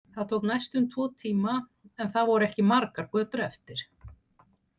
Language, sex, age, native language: Icelandic, female, 60-69, Icelandic